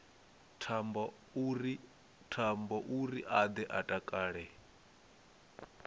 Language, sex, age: Venda, male, 22